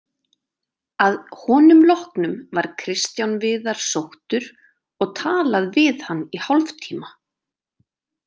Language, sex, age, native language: Icelandic, female, 30-39, Icelandic